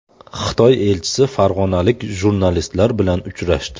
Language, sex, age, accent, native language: Uzbek, male, 25-34, Farg'ona, Uzbek